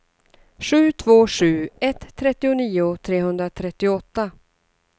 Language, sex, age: Swedish, female, 39